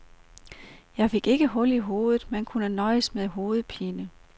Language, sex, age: Danish, female, 38